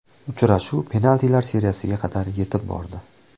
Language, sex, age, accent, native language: Uzbek, male, 25-34, Toshkent viloyati, Uzbek